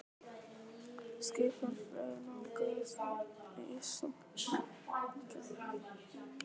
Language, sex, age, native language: Icelandic, male, 11, Icelandic